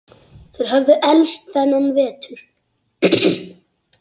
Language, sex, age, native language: Icelandic, female, 8, Icelandic